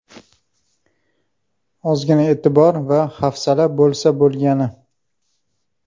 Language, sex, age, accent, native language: Uzbek, male, 25-34, Farg'ona, Uzbek